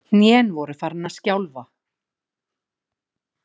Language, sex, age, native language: Icelandic, female, 40-49, Icelandic